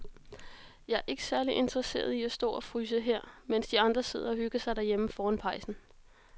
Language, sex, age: Danish, female, 33